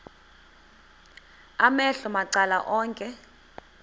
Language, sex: Xhosa, female